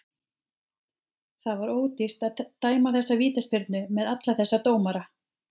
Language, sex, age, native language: Icelandic, female, 30-39, Icelandic